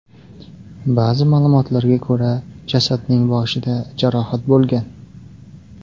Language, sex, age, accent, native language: Uzbek, male, 18-24, Xorazm, Karakalpak